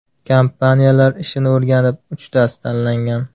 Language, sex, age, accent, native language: Uzbek, male, 19-29, Farg'ona, Uzbek